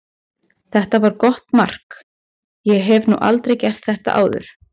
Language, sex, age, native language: Icelandic, female, 20-29, Icelandic